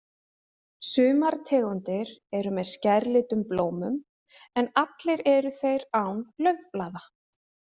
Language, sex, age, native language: Icelandic, female, 20-29, Icelandic